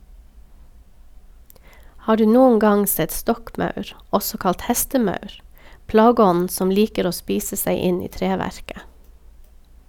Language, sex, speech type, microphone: Norwegian, female, read, Sennheiser